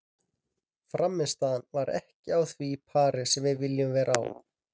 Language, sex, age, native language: Icelandic, male, 30-39, Icelandic